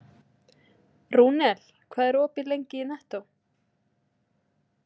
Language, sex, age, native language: Icelandic, female, 30-39, Icelandic